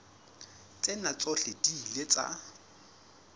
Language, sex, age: Southern Sotho, male, 19